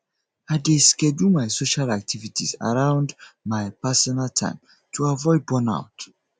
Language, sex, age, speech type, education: Nigerian Pidgin, male, 30-45, spontaneous, tertiary